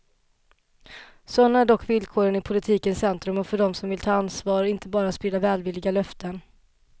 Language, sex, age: Swedish, female, 27